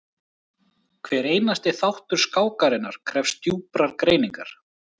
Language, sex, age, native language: Icelandic, male, 30-39, Icelandic